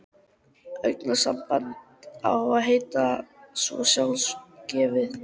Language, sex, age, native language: Icelandic, female, 13, Icelandic